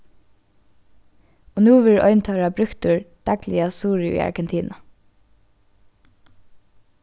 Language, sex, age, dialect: Faroese, female, 15-35, Norðurstreymoy/Eysturoy